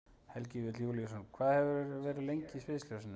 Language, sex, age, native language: Icelandic, male, 40-49, Icelandic